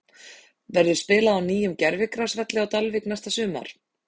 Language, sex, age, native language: Icelandic, female, 30-39, Icelandic